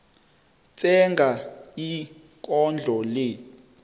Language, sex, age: South Ndebele, male, 19